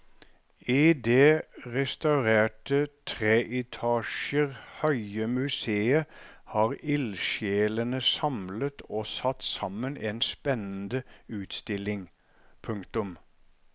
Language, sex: Norwegian, male